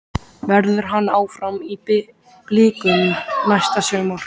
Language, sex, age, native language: Icelandic, male, 13, Icelandic